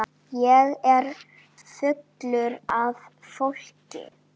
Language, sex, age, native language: Icelandic, female, 9, Icelandic